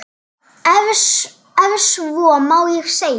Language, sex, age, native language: Icelandic, female, 9, Icelandic